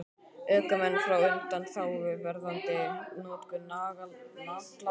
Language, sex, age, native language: Icelandic, male, 18-19, Icelandic